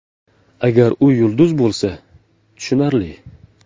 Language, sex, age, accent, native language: Uzbek, male, 18-24, Jizzax, Uzbek